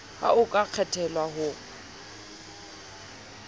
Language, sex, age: Southern Sotho, female, 27